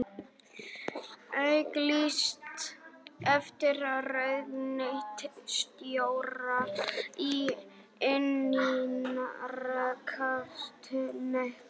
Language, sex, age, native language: Icelandic, male, 18-19, Icelandic